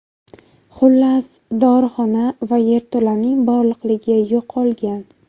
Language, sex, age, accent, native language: Uzbek, female, 18-24, Buxoro, Uzbek